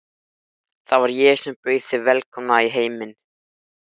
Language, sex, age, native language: Icelandic, male, 13, Icelandic